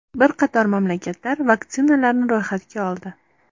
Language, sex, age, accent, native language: Uzbek, female, 18-24, Toshkent shahri, Uzbek